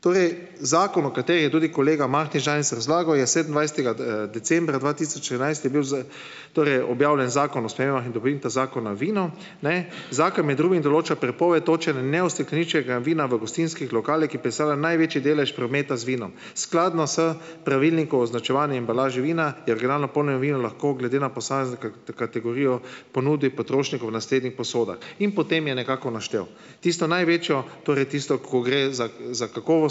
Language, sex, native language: Slovenian, male, Slovenian